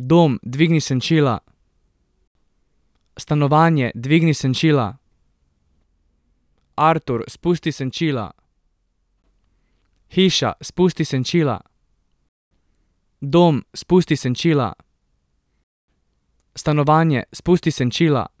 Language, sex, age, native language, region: Slovenian, male, 18-29, Slovenian, Drava region